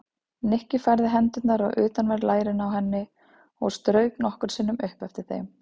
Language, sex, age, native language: Icelandic, female, 30-39, Icelandic